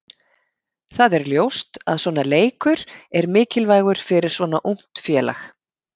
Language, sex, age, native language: Icelandic, female, 50-59, Icelandic